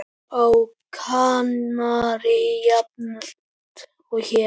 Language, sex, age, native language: Icelandic, male, 9, Icelandic